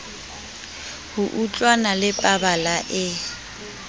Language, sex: Southern Sotho, female